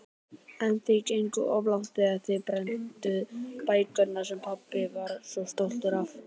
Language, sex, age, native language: Icelandic, male, 18-19, Icelandic